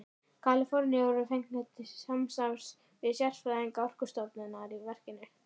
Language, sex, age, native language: Icelandic, female, 13, Icelandic